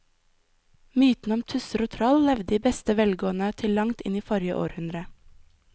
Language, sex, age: Norwegian, female, 20